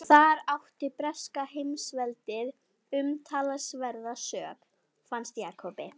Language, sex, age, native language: Icelandic, female, 11, Icelandic